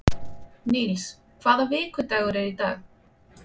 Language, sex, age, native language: Icelandic, female, 20-29, Icelandic